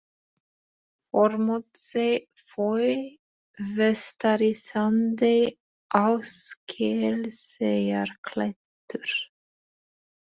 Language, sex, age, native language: Icelandic, female, 20-29, Polish